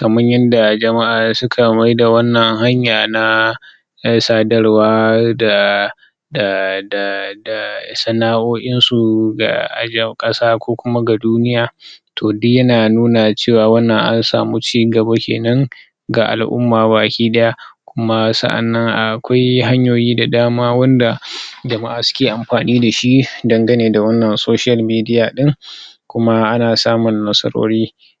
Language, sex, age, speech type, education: Hausa, male, 30-45, spontaneous, tertiary